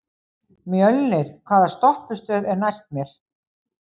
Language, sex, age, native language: Icelandic, female, 60-69, Icelandic